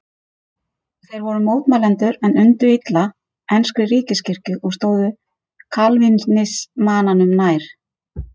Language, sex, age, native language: Icelandic, female, 50-59, Icelandic